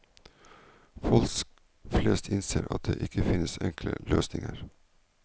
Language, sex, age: Norwegian, male, 49